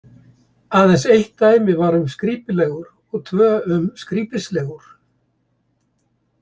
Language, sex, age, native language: Icelandic, male, 70-79, Icelandic